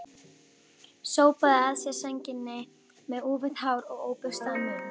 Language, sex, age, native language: Icelandic, female, 12, Icelandic